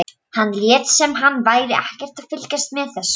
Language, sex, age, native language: Icelandic, female, 12, Polish